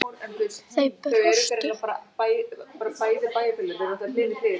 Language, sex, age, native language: Icelandic, male, 9, Icelandic